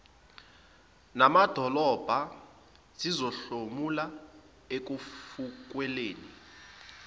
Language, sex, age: Zulu, male, 25